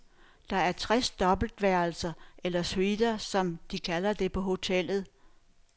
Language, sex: Danish, female